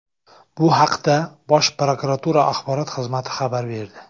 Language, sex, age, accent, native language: Uzbek, male, 19-29, Samarqand, Uzbek